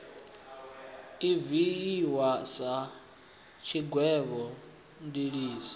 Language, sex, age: Venda, male, 24